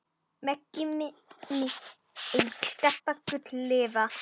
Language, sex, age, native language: Icelandic, female, 10, Icelandic